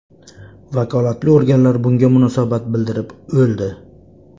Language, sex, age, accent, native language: Uzbek, male, 25-34, Andijon, Uzbek